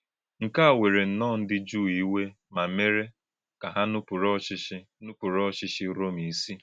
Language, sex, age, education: Igbo, male, 15-29, tertiary